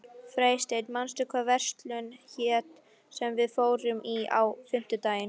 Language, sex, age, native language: Icelandic, female, 13, Icelandic